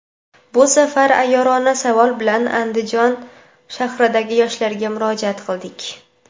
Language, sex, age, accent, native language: Uzbek, female, 18-24, Toshkent viloyati, Uzbek